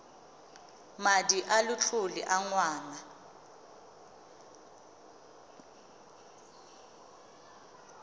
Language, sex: Tswana, female